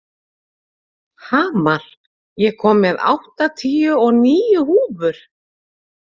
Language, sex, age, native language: Icelandic, female, 40-49, Icelandic